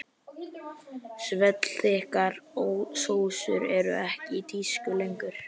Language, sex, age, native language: Icelandic, male, 11, Icelandic